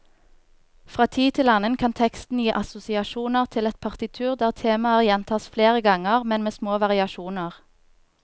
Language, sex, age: Norwegian, female, 24